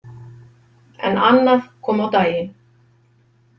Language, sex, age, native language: Icelandic, female, 50-59, Icelandic